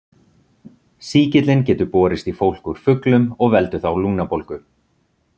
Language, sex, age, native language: Icelandic, male, 30-39, Icelandic